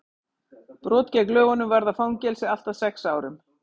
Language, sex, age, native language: Icelandic, female, 50-59, Icelandic